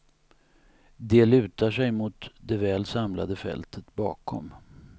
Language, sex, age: Swedish, male, 59